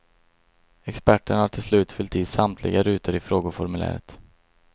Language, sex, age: Swedish, male, 22